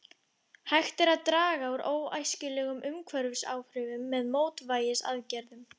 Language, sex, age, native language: Icelandic, female, 11, Icelandic